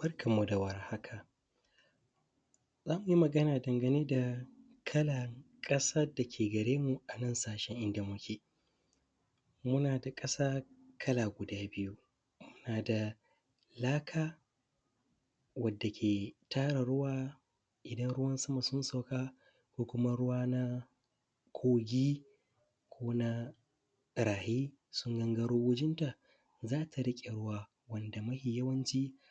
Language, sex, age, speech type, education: Hausa, male, 15-29, spontaneous, primary